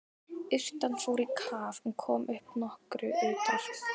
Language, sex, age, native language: Icelandic, female, 12, Icelandic